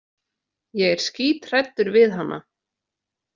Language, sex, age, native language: Icelandic, female, 30-39, Icelandic